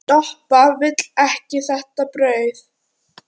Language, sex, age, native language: Icelandic, female, 9, Icelandic